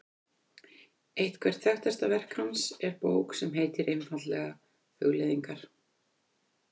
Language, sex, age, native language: Icelandic, female, 50-59, Icelandic